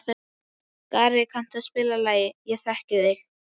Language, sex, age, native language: Icelandic, female, 12, Icelandic